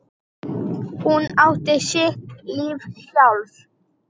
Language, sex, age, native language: Icelandic, male, 6, Icelandic